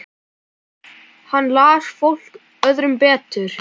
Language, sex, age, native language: Icelandic, male, 10, Icelandic